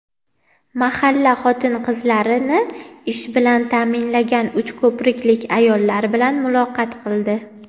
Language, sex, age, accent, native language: Uzbek, female, 18-24, Andijon, Uzbek